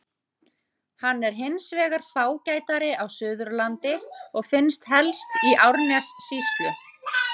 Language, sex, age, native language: Icelandic, female, 30-39, Icelandic